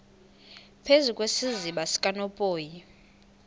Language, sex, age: Xhosa, female, 20